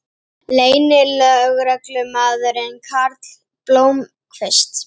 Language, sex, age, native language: Icelandic, female, 18-19, Icelandic